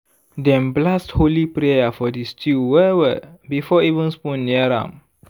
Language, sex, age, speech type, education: Nigerian Pidgin, male, 15-29, spontaneous, secondary